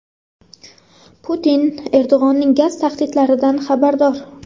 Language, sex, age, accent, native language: Uzbek, female, 18-24, Toshkent shahri, Uzbek